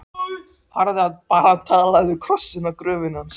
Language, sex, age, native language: Icelandic, male, 13, Icelandic